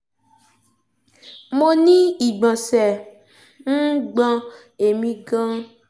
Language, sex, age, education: Yoruba, female, 15-29, tertiary